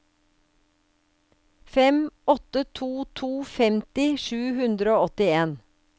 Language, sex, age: Norwegian, female, 56